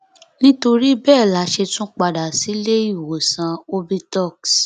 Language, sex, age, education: Yoruba, female, 15-29, tertiary